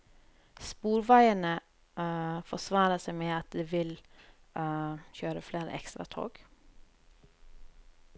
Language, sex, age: Norwegian, female, 30